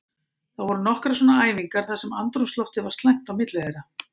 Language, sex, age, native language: Icelandic, female, 50-59, Icelandic